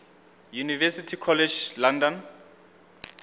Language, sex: Northern Sotho, male